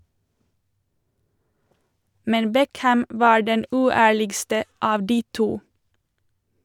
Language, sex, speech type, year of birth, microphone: Norwegian, female, read, 1987, Shure